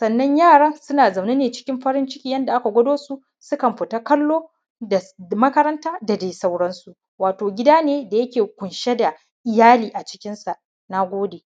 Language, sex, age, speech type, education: Hausa, male, 30-45, spontaneous, primary